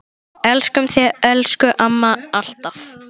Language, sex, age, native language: Icelandic, male, 10, Icelandic